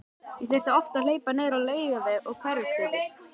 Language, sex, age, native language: Icelandic, male, 12, Icelandic